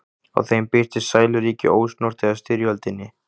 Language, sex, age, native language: Icelandic, male, 15, Icelandic